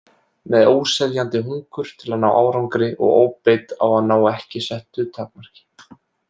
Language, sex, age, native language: Icelandic, male, 20-29, Icelandic